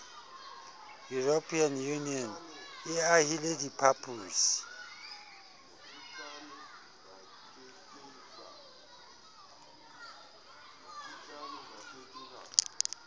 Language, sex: Southern Sotho, male